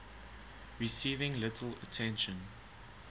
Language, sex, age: English, male, 19